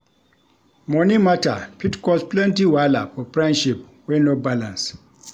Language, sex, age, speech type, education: Nigerian Pidgin, male, 46-60, read, tertiary